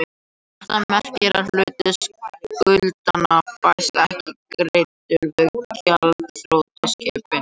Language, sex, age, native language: Icelandic, other, 18-19, Icelandic